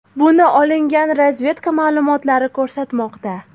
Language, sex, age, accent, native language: Uzbek, female, 18-24, Toshkent shahri, Uzbek